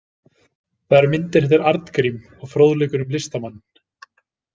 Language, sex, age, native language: Icelandic, male, 20-29, Icelandic